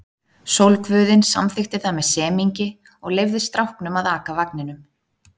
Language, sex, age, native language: Icelandic, female, 30-39, Icelandic